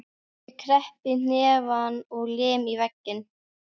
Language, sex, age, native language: Icelandic, female, 12, Icelandic